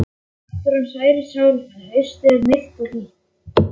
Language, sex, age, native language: Icelandic, male, 11, Icelandic